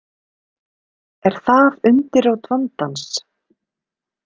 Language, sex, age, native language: Icelandic, female, 30-39, Icelandic